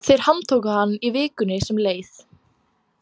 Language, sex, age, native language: Icelandic, female, 18-19, Icelandic